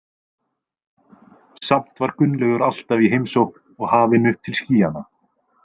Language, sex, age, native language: Icelandic, male, 20-29, Icelandic